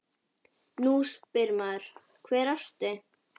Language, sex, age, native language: Icelandic, female, 10, Icelandic